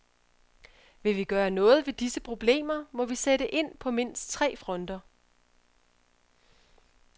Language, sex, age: Danish, female, 31